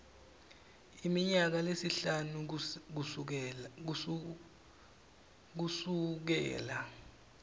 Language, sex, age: Swati, male, 18